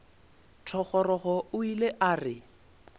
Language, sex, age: Northern Sotho, male, 22